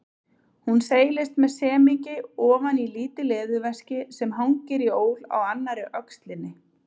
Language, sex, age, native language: Icelandic, female, 30-39, Icelandic